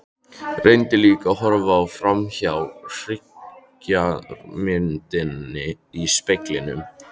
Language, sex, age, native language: Icelandic, male, 13, Icelandic